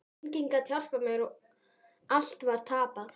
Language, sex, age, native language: Icelandic, female, 12, Icelandic